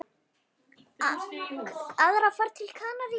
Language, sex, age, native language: Icelandic, female, 9, Icelandic